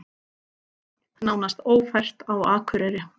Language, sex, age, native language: Icelandic, female, 40-49, Icelandic